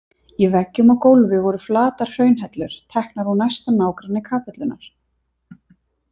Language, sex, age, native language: Icelandic, female, 30-39, Icelandic